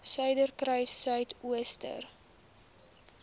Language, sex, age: Afrikaans, female, 23